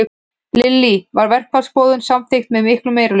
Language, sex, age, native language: Icelandic, female, 15, Icelandic